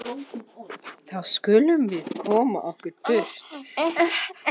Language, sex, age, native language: Icelandic, other, 60-69, Russian